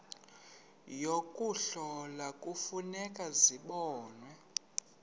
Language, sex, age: Xhosa, male, 31